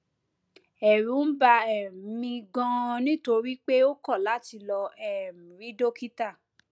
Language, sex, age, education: Yoruba, female, 30-45, tertiary